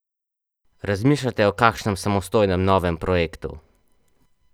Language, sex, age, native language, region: Slovenian, male, 12-17, Slovenian, Central Slovenia